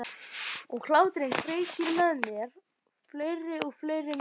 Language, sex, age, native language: Icelandic, male, 12, Icelandic